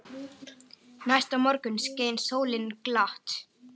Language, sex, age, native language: Icelandic, male, 10, Icelandic